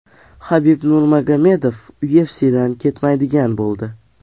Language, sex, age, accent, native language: Uzbek, male, 12-17, Farg'ona, Uzbek